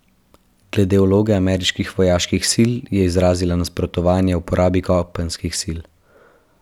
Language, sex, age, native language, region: Slovenian, male, 12-17, Slovenian, Central Slovenia